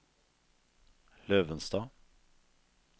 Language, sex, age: Norwegian, male, 32